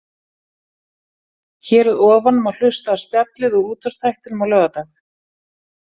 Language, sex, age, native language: Icelandic, female, 40-49, Icelandic